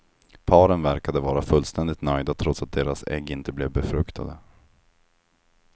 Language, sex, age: Swedish, male, 25